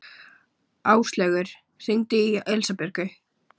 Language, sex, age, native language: Icelandic, male, 40-49, Icelandic